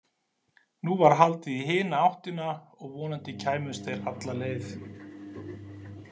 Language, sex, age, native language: Icelandic, male, 40-49, Icelandic